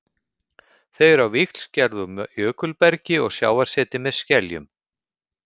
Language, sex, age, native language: Icelandic, male, 50-59, Icelandic